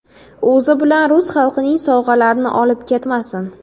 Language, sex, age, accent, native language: Uzbek, female, 18-24, Jizzax, Uzbek